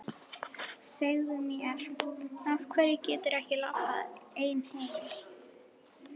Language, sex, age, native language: Icelandic, female, 11, Icelandic